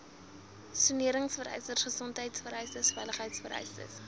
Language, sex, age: Afrikaans, female, 20